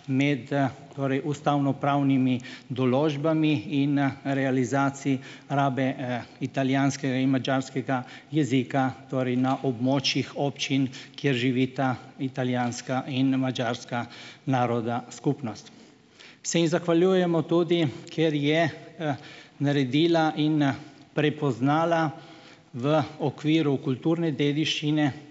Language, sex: Slovenian, male